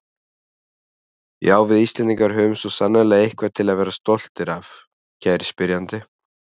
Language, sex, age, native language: Icelandic, male, 30-39, Icelandic